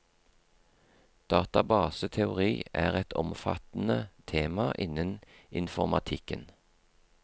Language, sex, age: Norwegian, male, 43